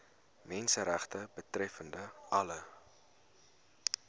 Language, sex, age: Afrikaans, male, 20